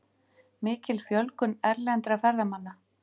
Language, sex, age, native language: Icelandic, female, 50-59, Icelandic